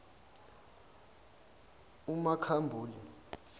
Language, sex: Zulu, male